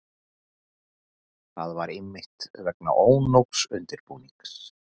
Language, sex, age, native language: Icelandic, male, 40-49, Icelandic